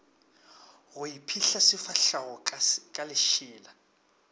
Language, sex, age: Northern Sotho, male, 24